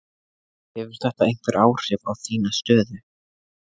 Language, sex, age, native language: Icelandic, male, 20-29, Icelandic